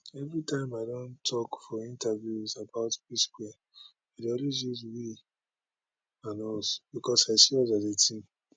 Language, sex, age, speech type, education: Nigerian Pidgin, male, 30-45, spontaneous, tertiary